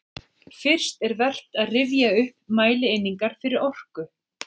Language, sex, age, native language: Icelandic, female, 40-49, Icelandic